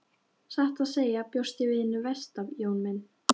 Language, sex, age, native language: Icelandic, female, 12, Icelandic